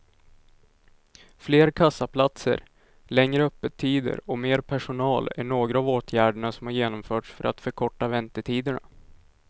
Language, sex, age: Swedish, male, 19